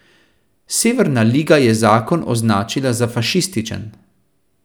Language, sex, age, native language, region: Slovenian, male, 30-49, Slovenian, Central Slovenia